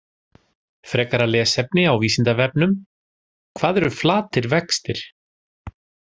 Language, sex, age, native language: Icelandic, male, 40-49, Icelandic